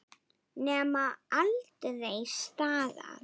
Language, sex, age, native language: Icelandic, female, 7, Icelandic